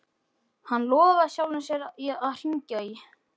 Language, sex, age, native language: Icelandic, male, 12, Icelandic